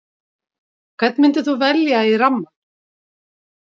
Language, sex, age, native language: Icelandic, female, 50-59, Icelandic